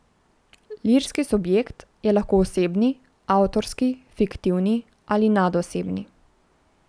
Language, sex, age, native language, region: Slovenian, female, 18-29, Slovenian, Central Slovenia